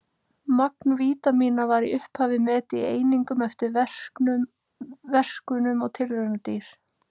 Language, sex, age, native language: Icelandic, female, 30-39, Icelandic